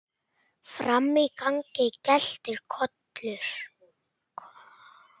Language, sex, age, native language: Icelandic, male, 8, Icelandic